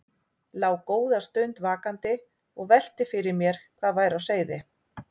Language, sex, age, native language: Icelandic, female, 40-49, Icelandic